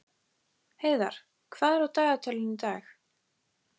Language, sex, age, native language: Icelandic, female, 14, Icelandic